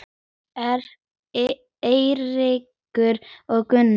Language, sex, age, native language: Icelandic, male, 10, Icelandic